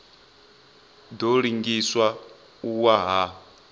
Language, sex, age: Venda, male, 25